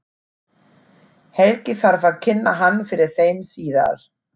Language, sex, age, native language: Icelandic, female, 40-49, German